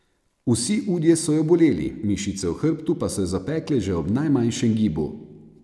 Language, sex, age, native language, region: Slovenian, male, 30-49, Slovenian, Savinja region